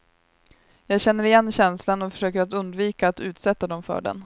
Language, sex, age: Swedish, female, 23